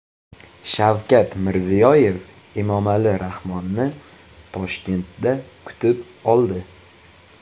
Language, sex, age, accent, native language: Uzbek, male, 18-24, Toshkent viloyati, Uzbek